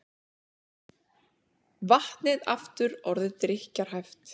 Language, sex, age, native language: Icelandic, female, 30-39, Icelandic